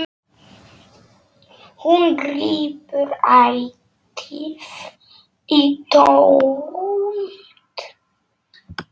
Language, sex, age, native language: Icelandic, male, 9, Polish